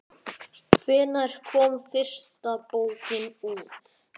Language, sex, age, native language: Icelandic, male, 9, Icelandic